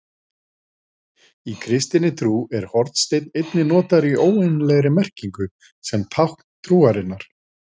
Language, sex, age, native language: Icelandic, male, 40-49, Icelandic